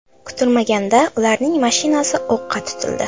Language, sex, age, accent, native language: Uzbek, female, under 19, Samarqand, Uzbek